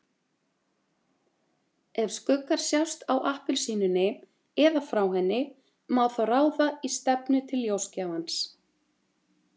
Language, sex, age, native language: Icelandic, female, 30-39, Icelandic